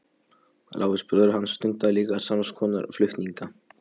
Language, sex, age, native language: Icelandic, male, 12, Polish